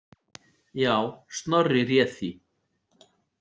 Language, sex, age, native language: Icelandic, male, 40-49, Icelandic